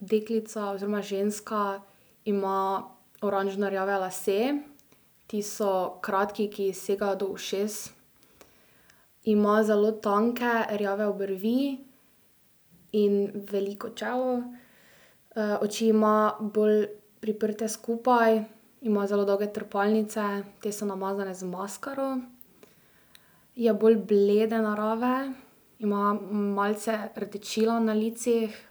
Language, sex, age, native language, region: Slovenian, female, 12-17, Slovenian, Drava region